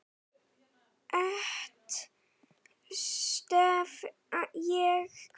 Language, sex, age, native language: Icelandic, male, 9, Icelandic